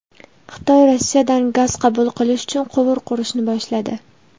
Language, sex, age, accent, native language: Uzbek, female, 19-29, Andijon, Uzbek